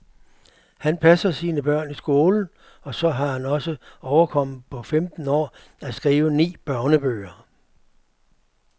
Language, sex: Danish, male